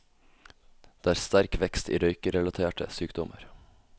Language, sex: Norwegian, male